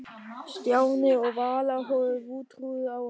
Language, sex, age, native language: Icelandic, male, 13, German